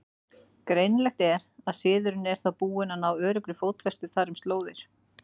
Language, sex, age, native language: Icelandic, female, 40-49, Icelandic